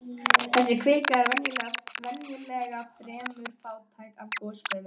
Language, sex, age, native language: Icelandic, female, 11, Icelandic